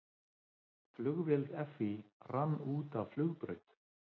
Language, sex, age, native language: Icelandic, male, 50-59, Icelandic